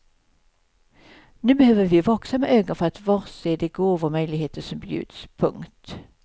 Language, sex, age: Swedish, female, 55